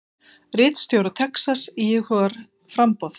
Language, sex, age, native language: Icelandic, female, 50-59, Icelandic